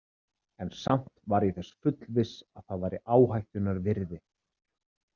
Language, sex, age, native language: Icelandic, male, 30-39, Icelandic